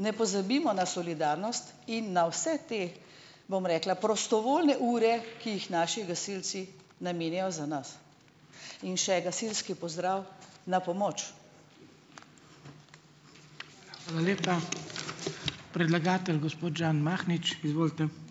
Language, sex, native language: Slovenian, female, Slovenian